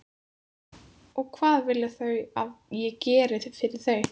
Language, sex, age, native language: Icelandic, female, 14, Icelandic